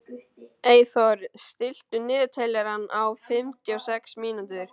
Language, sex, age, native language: Icelandic, male, 12, Icelandic